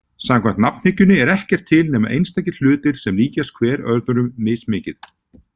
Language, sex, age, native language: Icelandic, male, 40-49, Icelandic